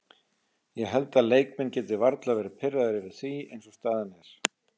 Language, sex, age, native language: Icelandic, male, 40-49, Icelandic